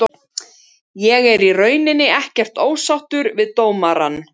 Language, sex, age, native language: Icelandic, male, 70-79, Icelandic